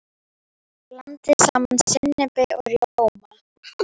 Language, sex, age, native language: Icelandic, female, 9, Icelandic